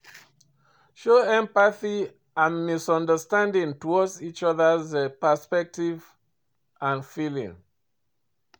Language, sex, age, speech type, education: Nigerian Pidgin, male, 46-60, read, tertiary